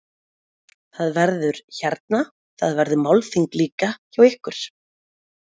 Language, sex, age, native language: Icelandic, female, 40-49, Icelandic